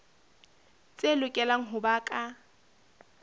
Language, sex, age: Southern Sotho, female, 21